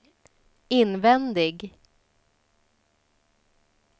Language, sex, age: Swedish, female, 30